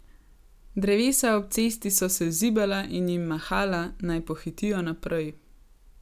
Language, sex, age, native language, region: Slovenian, female, 18-29, Slovenian, Gorenjska region